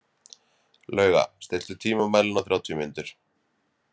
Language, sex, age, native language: Icelandic, male, 30-39, Icelandic